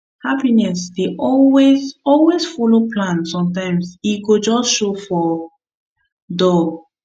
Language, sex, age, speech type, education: Nigerian Pidgin, female, 15-29, spontaneous, tertiary